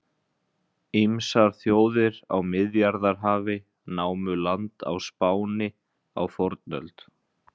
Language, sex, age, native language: Icelandic, male, 20-29, Icelandic